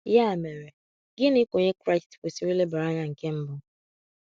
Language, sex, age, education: Igbo, female, 15-29, secondary